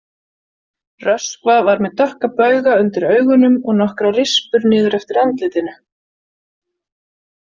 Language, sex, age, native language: Icelandic, female, 40-49, Icelandic